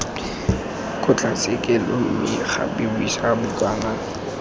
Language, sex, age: Tswana, male, 18